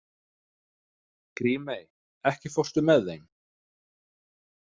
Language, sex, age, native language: Icelandic, male, 30-39, Danish